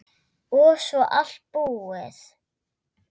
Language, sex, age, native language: Icelandic, female, 7, Icelandic